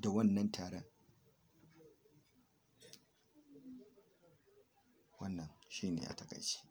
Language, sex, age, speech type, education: Hausa, male, 46-60, spontaneous, tertiary